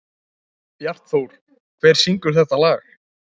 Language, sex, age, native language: Icelandic, male, 18-19, Icelandic